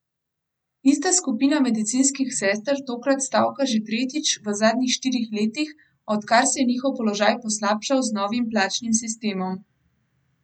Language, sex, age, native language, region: Slovenian, female, 18-29, Slovenian, Gorenjska region